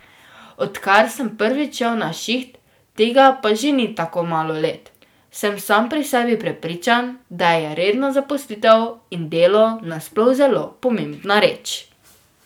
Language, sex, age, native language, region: Slovenian, female, 12-17, Slovenian, Drava region